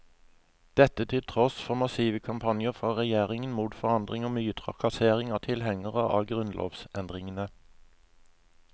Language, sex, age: Norwegian, male, 57